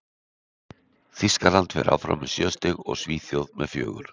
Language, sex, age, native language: Icelandic, male, 60-69, Icelandic